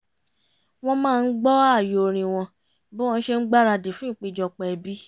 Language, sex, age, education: Yoruba, female, 30-45, tertiary